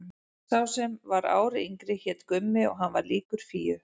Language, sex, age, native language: Icelandic, female, 40-49, Icelandic